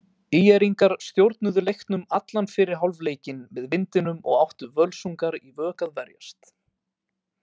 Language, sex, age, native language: Icelandic, male, 18-19, Icelandic